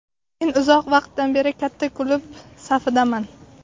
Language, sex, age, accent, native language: Uzbek, female, 18-24, Navoiy, Uzbek